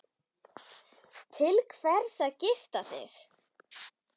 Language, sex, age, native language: Icelandic, female, 10, Icelandic